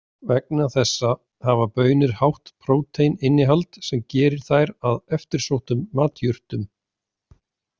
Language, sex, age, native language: Icelandic, male, 40-49, Icelandic